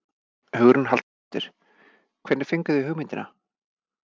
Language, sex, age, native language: Icelandic, male, 40-49, Icelandic